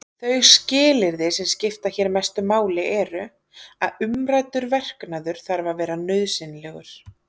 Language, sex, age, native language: Icelandic, female, 30-39, Icelandic